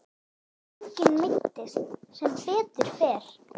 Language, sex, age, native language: Icelandic, female, 8, Icelandic